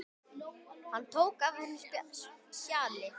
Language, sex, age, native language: Icelandic, male, 10, Icelandic